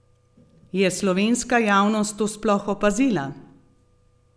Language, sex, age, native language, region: Slovenian, female, 50-59, Slovenian, Gorenjska region